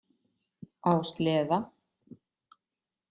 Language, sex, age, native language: Icelandic, female, 40-49, Icelandic